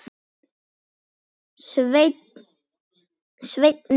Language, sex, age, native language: Icelandic, male, 10, Icelandic